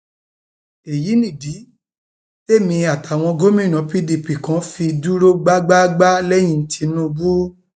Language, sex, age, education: Yoruba, male, 30-45, tertiary